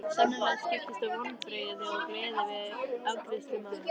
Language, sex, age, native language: Icelandic, female, 13, Icelandic